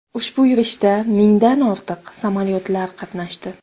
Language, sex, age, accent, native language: Uzbek, female, 19-29, Xorazm, Uzbek